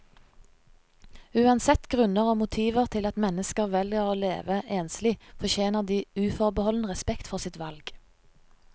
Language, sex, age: Norwegian, female, 30